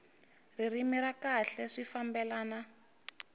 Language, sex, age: Tsonga, female, 19